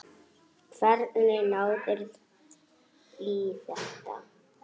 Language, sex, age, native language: Icelandic, female, 8, Icelandic